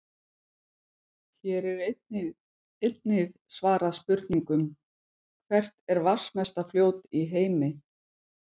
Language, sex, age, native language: Icelandic, female, 50-59, Icelandic